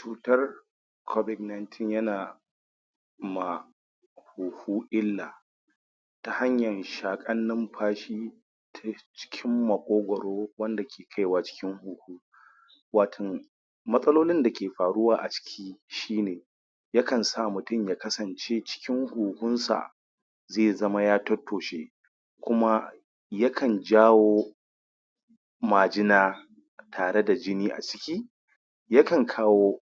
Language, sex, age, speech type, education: Hausa, male, 30-45, spontaneous, tertiary